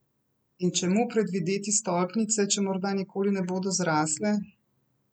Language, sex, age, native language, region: Slovenian, female, 30-49, Slovenian, Central Slovenia